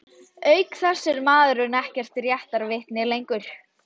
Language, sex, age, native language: Icelandic, female, 12, Icelandic